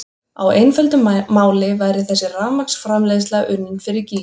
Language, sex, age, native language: Icelandic, female, 30-39, Icelandic